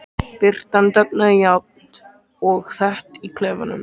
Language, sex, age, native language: Icelandic, male, 13, Icelandic